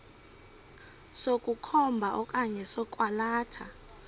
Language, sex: Xhosa, female